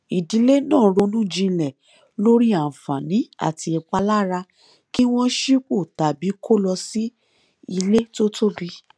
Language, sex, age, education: Yoruba, female, 30-45, tertiary